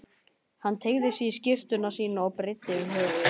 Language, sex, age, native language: Icelandic, male, 12, Icelandic